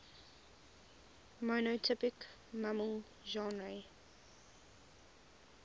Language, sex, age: English, female, 20